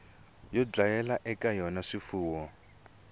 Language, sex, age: Tsonga, male, 22